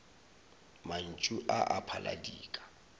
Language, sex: Northern Sotho, male